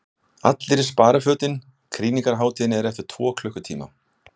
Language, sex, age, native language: Icelandic, male, 60-69, Icelandic